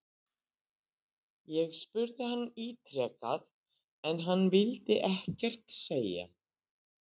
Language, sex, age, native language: Icelandic, female, 60-69, Icelandic